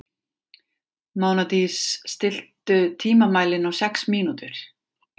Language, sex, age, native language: Icelandic, female, 40-49, Icelandic